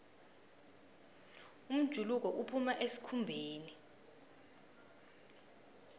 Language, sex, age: South Ndebele, female, 19